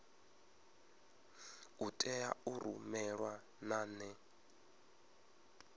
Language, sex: Venda, male